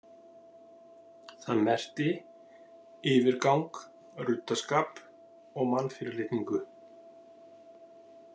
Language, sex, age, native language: Icelandic, male, 40-49, Icelandic